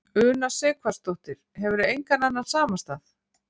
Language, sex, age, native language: Icelandic, female, 40-49, Icelandic